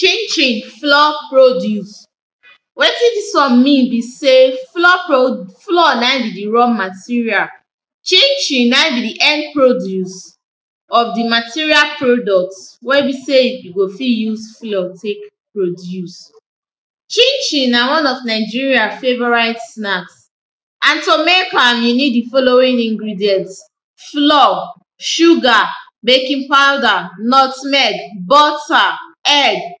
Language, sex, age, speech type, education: Nigerian Pidgin, female, 15-29, spontaneous, tertiary